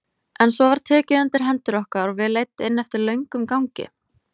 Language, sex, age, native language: Icelandic, female, 20-29, Icelandic